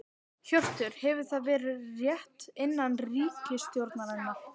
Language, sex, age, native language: Icelandic, female, 12, Icelandic